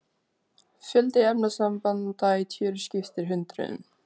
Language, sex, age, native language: Icelandic, female, 20-29, Icelandic